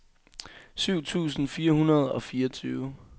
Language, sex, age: Danish, male, 22